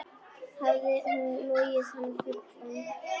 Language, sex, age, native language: Icelandic, female, 10, Icelandic